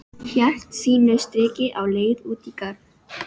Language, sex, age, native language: Icelandic, female, 12, Filipino